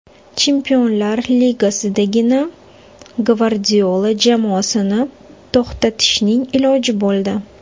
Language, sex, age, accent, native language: Uzbek, female, 25-34, Toshkent shahri, Uzbek